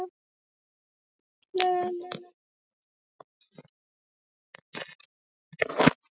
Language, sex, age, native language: Icelandic, female, 18-19, Icelandic